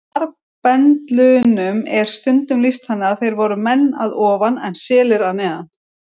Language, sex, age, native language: Icelandic, female, 30-39, Icelandic